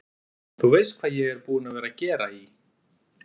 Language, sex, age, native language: Icelandic, male, 40-49, Icelandic